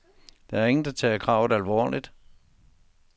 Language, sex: Danish, male